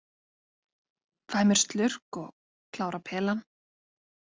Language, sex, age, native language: Icelandic, female, 30-39, Icelandic